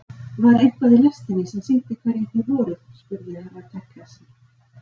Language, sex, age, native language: Icelandic, female, 40-49, Icelandic